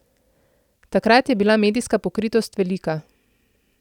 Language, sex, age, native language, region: Slovenian, female, 30-49, Slovenian, Central Slovenia